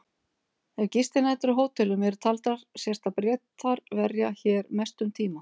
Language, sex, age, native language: Icelandic, female, 50-59, Icelandic